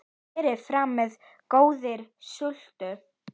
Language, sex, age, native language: Icelandic, female, 10, Icelandic